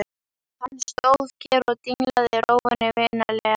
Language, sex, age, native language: Icelandic, female, 11, Icelandic